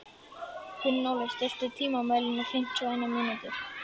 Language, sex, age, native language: Icelandic, male, 11, Icelandic